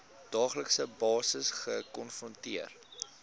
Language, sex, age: Afrikaans, male, 22